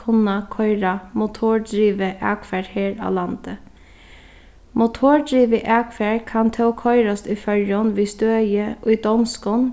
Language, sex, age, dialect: Faroese, female, 15-35, Sandoy